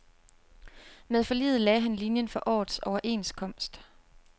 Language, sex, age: Danish, female, 29